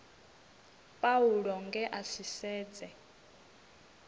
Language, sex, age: Venda, female, 22